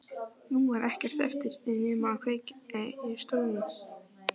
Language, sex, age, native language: Icelandic, male, 11, Icelandic